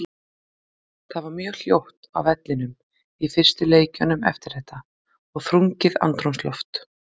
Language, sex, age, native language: Icelandic, female, 40-49, Icelandic